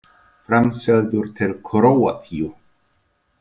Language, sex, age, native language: Icelandic, male, 30-39, Icelandic